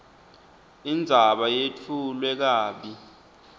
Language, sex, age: Swati, male, 20